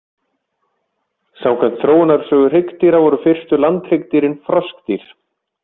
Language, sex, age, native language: Icelandic, male, 20-29, Icelandic